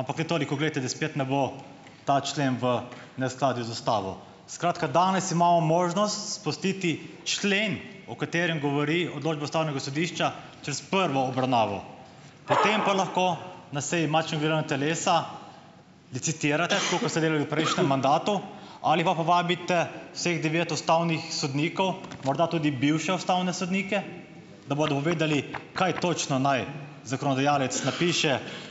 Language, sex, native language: Slovenian, male, Slovenian